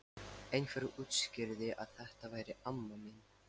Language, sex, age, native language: Icelandic, male, 13, Lithuanian